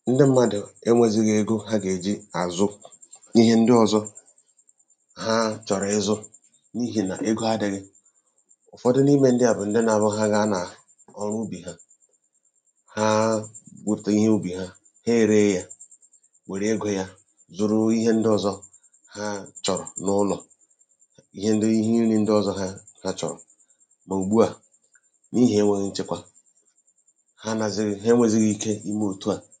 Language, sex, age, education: Igbo, male, 30-45, tertiary